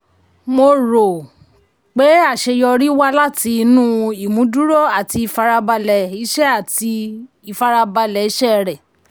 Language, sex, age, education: Yoruba, female, 30-45, tertiary